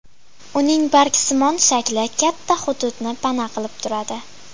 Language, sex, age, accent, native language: Uzbek, female, 12-17, Farg'ona, Uzbek